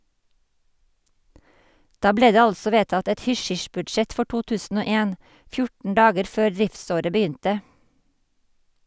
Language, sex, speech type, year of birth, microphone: Norwegian, female, read, 1958, Sennheiser